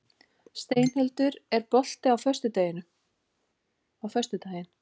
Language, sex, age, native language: Icelandic, female, 40-49, Icelandic